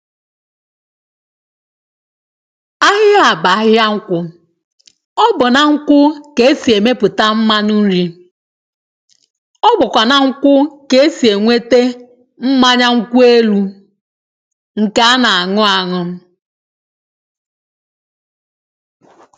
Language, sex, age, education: Igbo, female, 15-29, tertiary